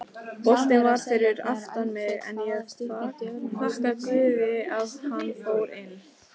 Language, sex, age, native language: Icelandic, female, 18-19, Icelandic